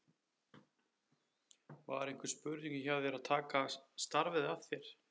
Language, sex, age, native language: Icelandic, male, 30-39, Icelandic